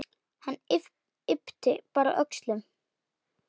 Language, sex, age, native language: Icelandic, male, 9, Icelandic